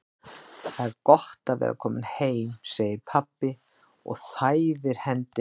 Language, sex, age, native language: Icelandic, female, 60-69, Icelandic